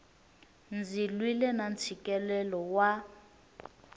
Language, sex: Tsonga, female